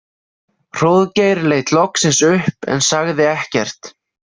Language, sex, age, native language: Icelandic, male, 20-29, Icelandic